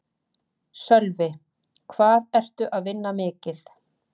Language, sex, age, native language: Icelandic, female, 30-39, Icelandic